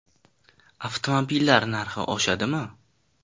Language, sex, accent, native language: Uzbek, male, Toshkent shahri, Uzbek